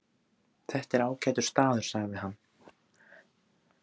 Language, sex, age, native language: Icelandic, male, 14, Icelandic